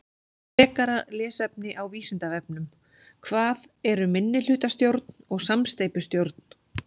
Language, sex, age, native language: Icelandic, female, 40-49, Icelandic